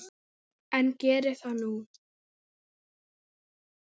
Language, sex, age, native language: Icelandic, female, 9, Icelandic